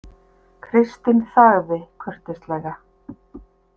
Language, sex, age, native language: Icelandic, female, 50-59, Icelandic